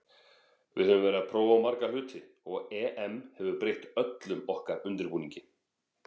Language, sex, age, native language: Icelandic, male, 40-49, Icelandic